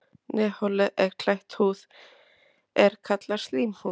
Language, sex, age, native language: Icelandic, female, 30-39, Icelandic